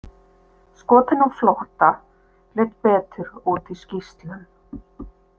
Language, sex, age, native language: Icelandic, female, 50-59, Icelandic